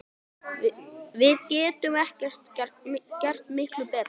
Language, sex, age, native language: Icelandic, male, 9, Icelandic